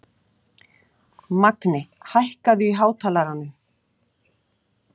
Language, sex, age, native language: Icelandic, female, 40-49, Icelandic